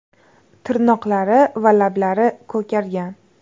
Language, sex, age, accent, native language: Uzbek, female, 18-24, Navoiy, Uzbek